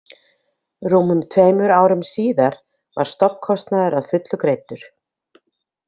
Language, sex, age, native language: Icelandic, female, 50-59, Icelandic